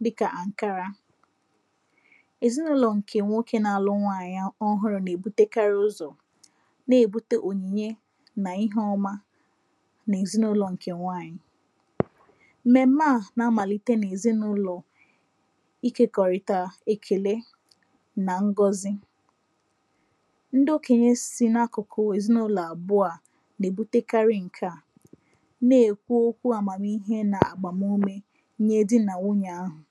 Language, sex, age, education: Igbo, female, 15-29, tertiary